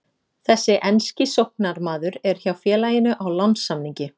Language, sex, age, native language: Icelandic, female, 30-39, Icelandic